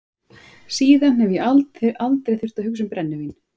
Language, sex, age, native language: Icelandic, female, 30-39, Icelandic